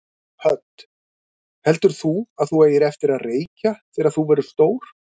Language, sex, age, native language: Icelandic, male, 50-59, Icelandic